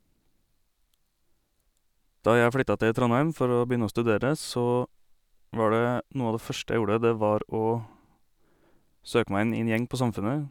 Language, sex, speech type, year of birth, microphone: Norwegian, male, spontaneous, 1989, Sennheiser